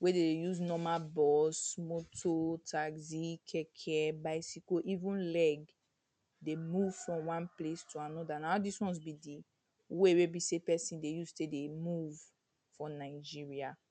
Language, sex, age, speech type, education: Nigerian Pidgin, female, 30-45, spontaneous, tertiary